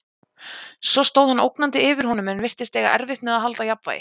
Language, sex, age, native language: Icelandic, female, 20-29, Icelandic